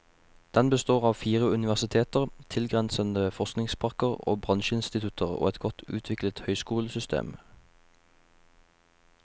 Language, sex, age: Norwegian, male, 21